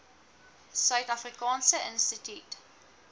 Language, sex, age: Afrikaans, female, 19